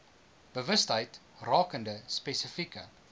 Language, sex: Afrikaans, male